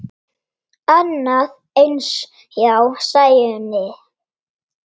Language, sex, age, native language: Icelandic, male, 8, Icelandic